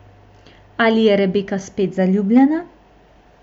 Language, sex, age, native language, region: Slovenian, female, 18-29, Slovenian, Central Slovenia